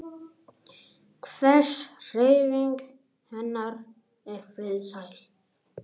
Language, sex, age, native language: Icelandic, male, 18-19, Icelandic